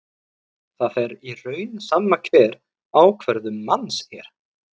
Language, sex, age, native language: Icelandic, male, 30-39, Icelandic